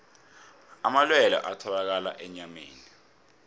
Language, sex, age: South Ndebele, male, 26